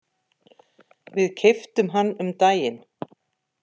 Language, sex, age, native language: Icelandic, female, 50-59, Icelandic